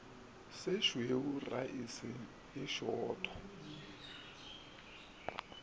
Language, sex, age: Northern Sotho, male, 24